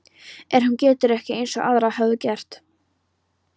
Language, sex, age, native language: Icelandic, female, 13, Polish